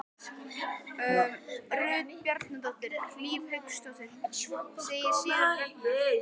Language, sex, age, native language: Icelandic, male, 12, Icelandic